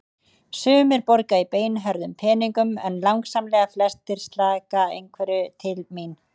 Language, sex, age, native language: Icelandic, female, 30-39, Icelandic